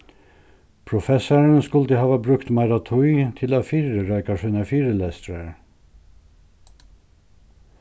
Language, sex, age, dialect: Faroese, male, 61+, Suðurstreymoy